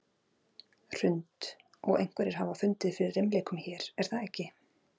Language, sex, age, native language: Icelandic, female, 40-49, Icelandic